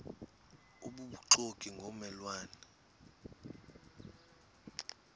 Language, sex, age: Xhosa, male, 19